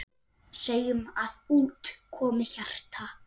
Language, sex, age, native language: Icelandic, female, 8, Icelandic